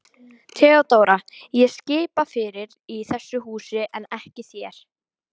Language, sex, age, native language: Icelandic, female, 12, Icelandic